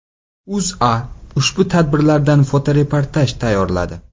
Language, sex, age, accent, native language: Uzbek, male, 18-24, Namangan, Uzbek